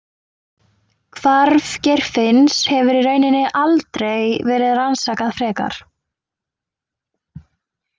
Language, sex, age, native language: Icelandic, female, 20-29, Icelandic